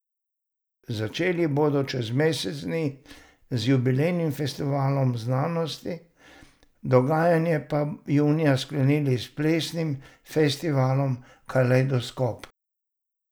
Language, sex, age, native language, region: Slovenian, male, 60+, Slovenian, Savinja region